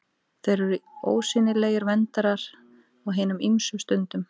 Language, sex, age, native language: Icelandic, female, 18-19, Icelandic